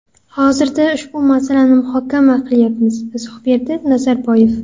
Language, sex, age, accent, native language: Uzbek, female, 18-24, Namangan, Uzbek